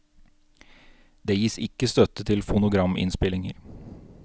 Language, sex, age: Norwegian, male, 29